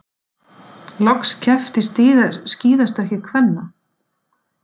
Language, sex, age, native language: Icelandic, female, 40-49, Icelandic